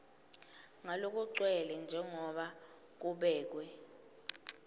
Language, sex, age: Swati, female, 19